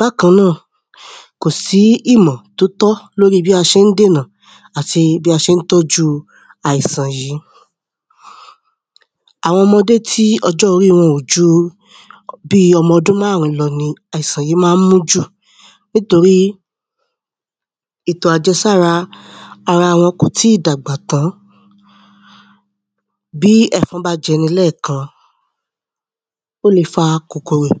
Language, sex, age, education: Yoruba, female, 30-45, tertiary